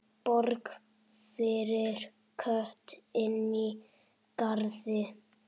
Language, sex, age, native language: Icelandic, male, 7, Icelandic